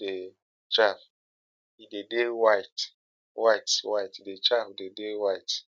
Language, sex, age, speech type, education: Nigerian Pidgin, male, 15-29, spontaneous, tertiary